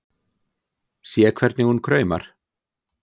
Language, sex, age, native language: Icelandic, male, 60-69, Icelandic